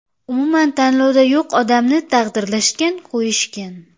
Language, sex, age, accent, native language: Uzbek, female, 18-24, Samarqand, Uzbek